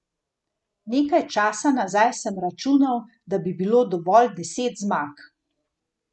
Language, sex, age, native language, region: Slovenian, female, 50-59, Slovenian, Gorenjska region